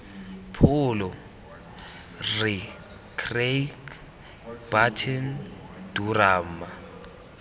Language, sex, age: Tswana, male, 24